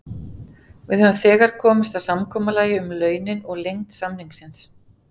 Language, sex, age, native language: Icelandic, female, 40-49, Icelandic